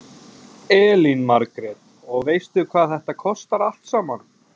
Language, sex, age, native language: Icelandic, male, 20-29, English